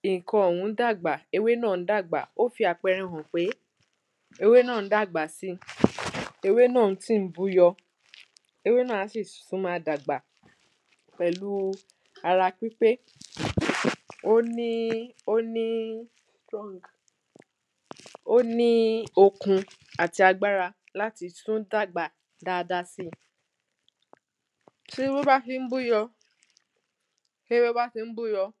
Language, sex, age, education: Yoruba, female, 15-29, tertiary